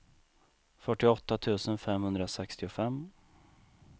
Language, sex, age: Swedish, male, 39